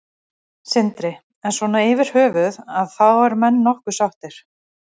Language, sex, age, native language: Icelandic, female, 40-49, Icelandic